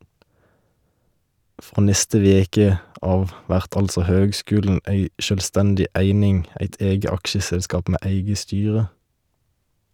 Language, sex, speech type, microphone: Norwegian, male, read, Shure